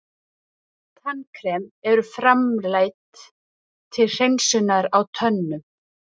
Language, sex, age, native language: Icelandic, female, 30-39, Icelandic